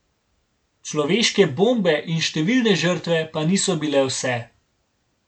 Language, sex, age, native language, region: Slovenian, male, 18-29, Slovenian, Gorenjska region